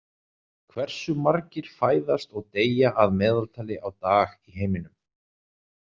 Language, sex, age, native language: Icelandic, male, 30-39, Icelandic